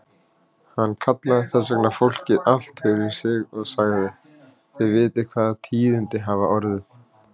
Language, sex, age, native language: Icelandic, male, 30-39, Icelandic